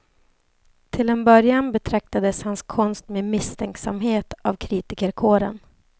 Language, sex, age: Swedish, female, 28